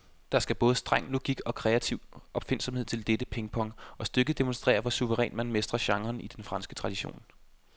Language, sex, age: Danish, male, 25